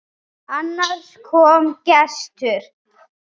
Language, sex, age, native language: Icelandic, male, 9, Icelandic